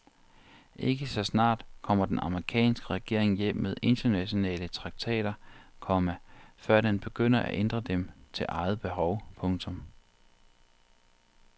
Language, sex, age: Danish, male, 40